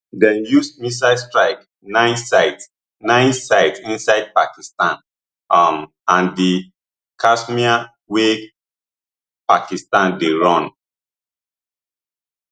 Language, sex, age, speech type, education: Nigerian Pidgin, male, 30-45, spontaneous, tertiary